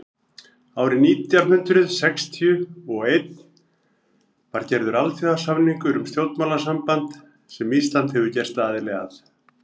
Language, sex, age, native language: Icelandic, male, 40-49, Icelandic